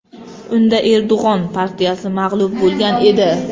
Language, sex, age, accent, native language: Uzbek, female, 25-34, Qashqadaryo, Uzbek